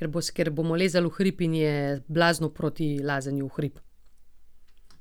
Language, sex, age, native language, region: Slovenian, female, 30-49, Slovenian, Gorenjska region